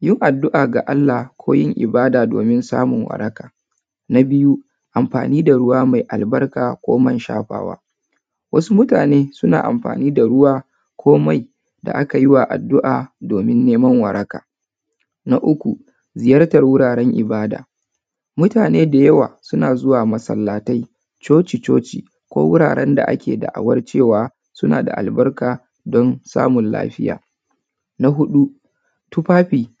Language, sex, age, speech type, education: Hausa, female, 30-45, spontaneous, tertiary